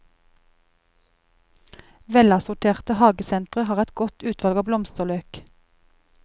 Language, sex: Norwegian, female